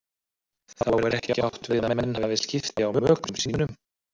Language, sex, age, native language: Icelandic, male, 30-39, Icelandic